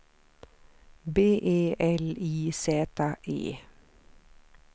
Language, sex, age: Swedish, female, 47